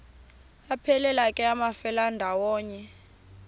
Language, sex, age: Xhosa, female, 24